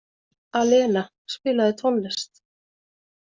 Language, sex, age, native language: Icelandic, female, 20-29, Icelandic